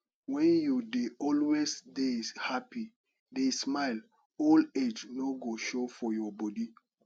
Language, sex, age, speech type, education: Nigerian Pidgin, male, 30-45, spontaneous, tertiary